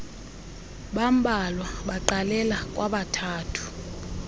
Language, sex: Xhosa, female